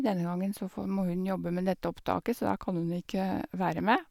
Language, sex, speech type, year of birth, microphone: Norwegian, female, spontaneous, 1952, Sennheiser